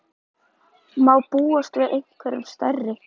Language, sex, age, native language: Icelandic, female, 13, Icelandic